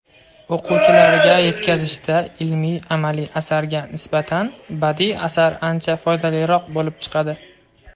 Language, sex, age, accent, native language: Uzbek, male, 18-24, Toshkent viloyati, Uzbek